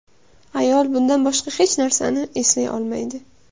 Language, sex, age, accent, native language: Uzbek, female, 18-24, Buxoro, Uzbek